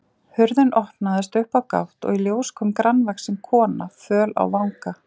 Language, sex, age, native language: Icelandic, female, 40-49, Icelandic